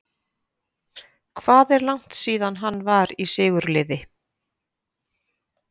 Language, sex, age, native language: Icelandic, female, 50-59, Icelandic